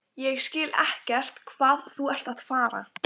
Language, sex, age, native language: Icelandic, female, 15, Icelandic